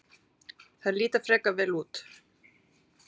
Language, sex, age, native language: Icelandic, male, 8, Icelandic